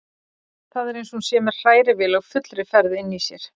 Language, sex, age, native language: Icelandic, female, 40-49, Icelandic